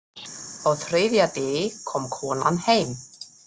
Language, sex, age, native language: Icelandic, female, 30-39, German